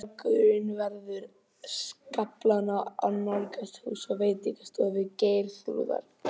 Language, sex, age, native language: Icelandic, male, 11, Icelandic